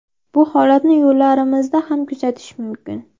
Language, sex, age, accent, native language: Uzbek, female, 12-17, Andijon, Uzbek